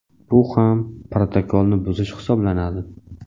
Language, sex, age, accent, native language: Uzbek, male, 18-24, Samarqand, Uzbek